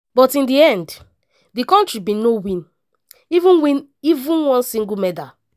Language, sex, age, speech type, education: Nigerian Pidgin, female, 15-29, spontaneous, tertiary